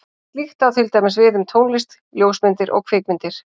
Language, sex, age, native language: Icelandic, female, 40-49, Icelandic